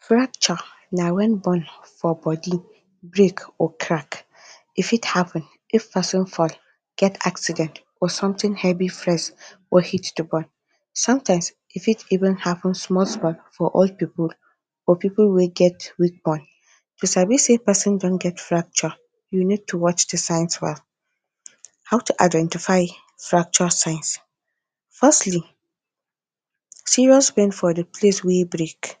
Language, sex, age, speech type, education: Nigerian Pidgin, female, 15-29, spontaneous, tertiary